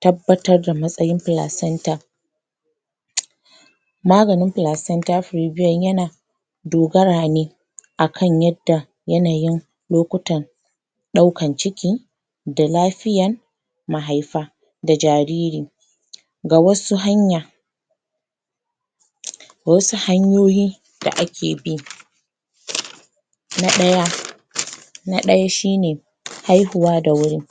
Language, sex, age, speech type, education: Hausa, female, 30-45, spontaneous, tertiary